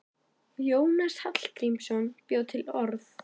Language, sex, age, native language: Icelandic, female, 11, Icelandic